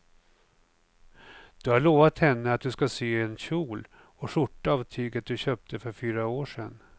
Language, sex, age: Swedish, male, 49